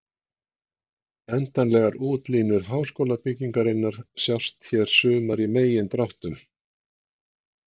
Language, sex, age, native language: Icelandic, male, 60-69, Icelandic